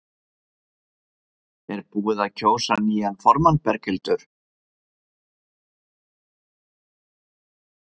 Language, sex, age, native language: Icelandic, male, 50-59, Icelandic